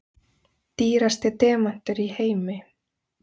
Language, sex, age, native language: Icelandic, female, 30-39, Icelandic